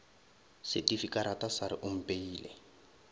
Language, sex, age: Northern Sotho, male, 23